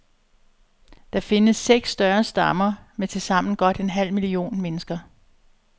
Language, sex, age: Danish, female, 62